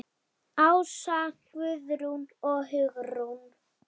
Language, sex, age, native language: Icelandic, female, 8, Icelandic